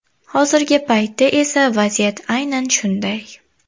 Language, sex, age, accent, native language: Uzbek, female, 19-29, Toshkent viloyati, Uzbek